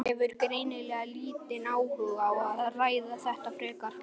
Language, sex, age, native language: Icelandic, male, 11, Icelandic